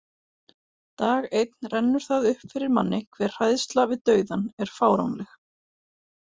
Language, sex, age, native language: Icelandic, female, 40-49, Icelandic